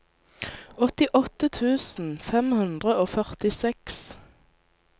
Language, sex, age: Norwegian, female, 19